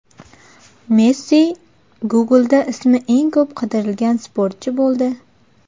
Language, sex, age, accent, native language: Uzbek, female, 19-29, Jizzax, Uzbek